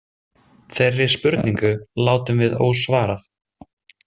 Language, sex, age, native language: Icelandic, male, 20-29, Icelandic